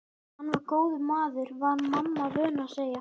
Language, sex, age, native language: Icelandic, male, 11, Icelandic